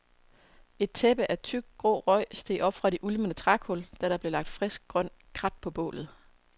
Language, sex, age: Danish, female, 27